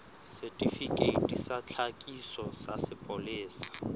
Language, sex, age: Southern Sotho, male, 23